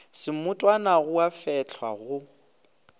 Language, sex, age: Northern Sotho, male, 18